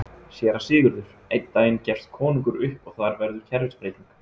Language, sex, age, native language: Icelandic, male, 20-29, Icelandic